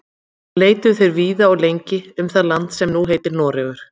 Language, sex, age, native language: Icelandic, female, 40-49, Icelandic